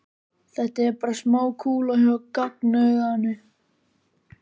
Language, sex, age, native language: Icelandic, male, 13, Icelandic